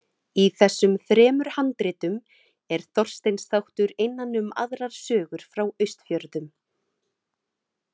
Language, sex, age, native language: Icelandic, female, 30-39, Icelandic